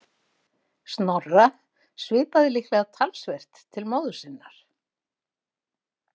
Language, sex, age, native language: Icelandic, female, 70-79, Icelandic